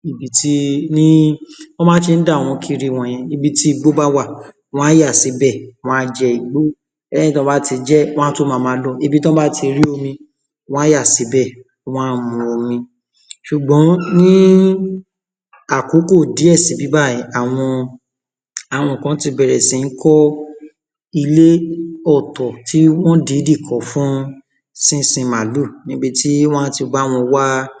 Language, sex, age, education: Yoruba, male, 15-29, tertiary